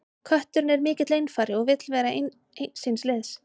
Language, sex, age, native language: Icelandic, female, 30-39, Icelandic